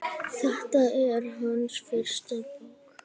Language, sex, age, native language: Icelandic, female, 9, Icelandic